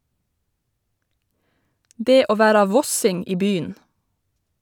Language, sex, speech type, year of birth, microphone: Norwegian, female, read, 1990, Shure